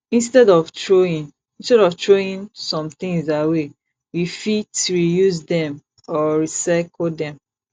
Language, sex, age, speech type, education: Nigerian Pidgin, female, 15-29, spontaneous, tertiary